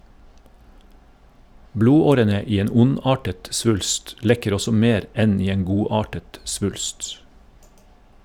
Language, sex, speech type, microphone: Norwegian, male, read, Shure